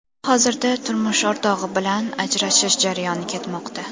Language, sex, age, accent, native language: Uzbek, female, under 19, Toshkent shahri, Uzbek